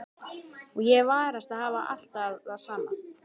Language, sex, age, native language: Icelandic, male, 12, Icelandic